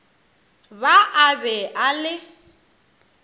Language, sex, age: Northern Sotho, female, 27